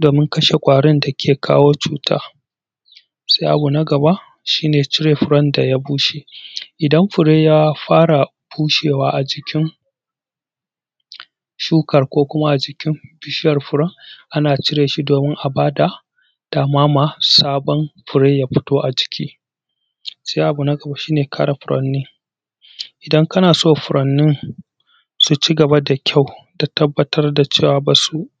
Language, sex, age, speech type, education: Hausa, male, 30-45, spontaneous, tertiary